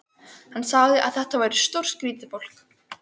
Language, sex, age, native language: Icelandic, female, 12, Icelandic